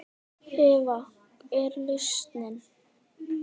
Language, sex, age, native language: Icelandic, male, 10, Icelandic